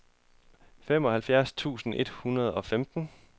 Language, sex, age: Danish, male, 31